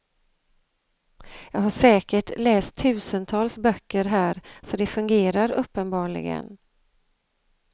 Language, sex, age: Swedish, female, 35